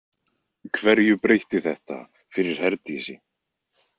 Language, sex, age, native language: Icelandic, male, 20-29, Icelandic